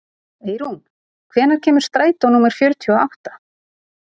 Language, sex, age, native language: Icelandic, female, 30-39, Icelandic